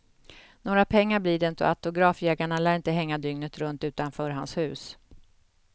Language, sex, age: Swedish, female, 48